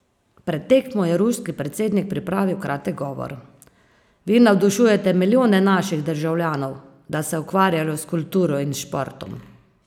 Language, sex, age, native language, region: Slovenian, female, 50-59, Slovenian, Savinja region